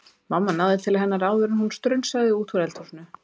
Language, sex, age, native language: Icelandic, female, 30-39, Icelandic